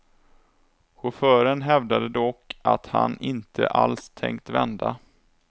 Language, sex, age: Swedish, male, 27